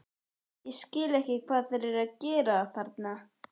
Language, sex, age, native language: Icelandic, male, 11, Icelandic